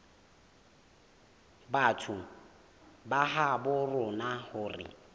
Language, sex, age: Southern Sotho, male, 18